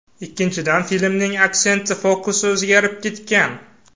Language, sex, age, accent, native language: Uzbek, male, 18-24, Samarqand, Uzbek